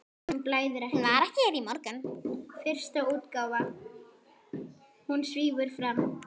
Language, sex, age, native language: Icelandic, female, 10, Icelandic